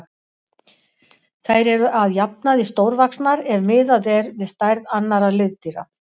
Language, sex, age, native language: Icelandic, female, 60-69, Icelandic